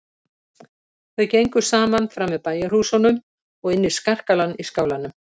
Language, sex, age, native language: Icelandic, female, 70-79, Icelandic